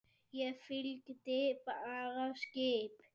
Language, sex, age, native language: Icelandic, male, 7, Icelandic